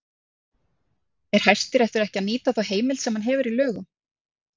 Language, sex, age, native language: Icelandic, female, 30-39, Icelandic